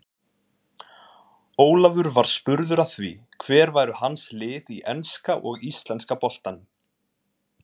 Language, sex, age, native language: Icelandic, male, 20-29, Icelandic